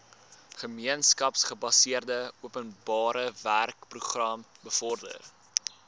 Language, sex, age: Afrikaans, male, 19